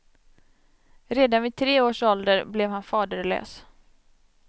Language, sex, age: Swedish, female, 27